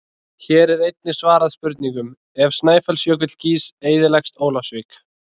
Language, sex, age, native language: Icelandic, male, 20-29, Icelandic